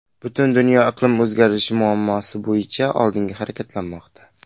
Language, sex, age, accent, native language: Uzbek, male, under 19, Qashqadaryo, Uzbek